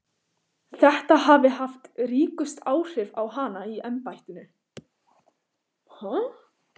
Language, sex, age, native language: Icelandic, female, 15, Icelandic